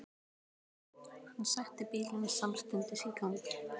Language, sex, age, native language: Icelandic, female, 12, Icelandic